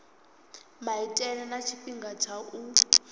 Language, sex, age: Venda, female, 18